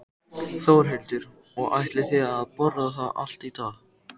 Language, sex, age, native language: Icelandic, male, 14, Icelandic